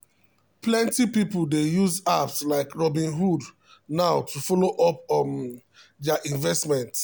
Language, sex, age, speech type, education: Nigerian Pidgin, male, 30-45, spontaneous, tertiary